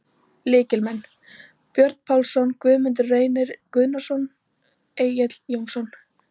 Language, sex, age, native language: Icelandic, female, 18-19, Icelandic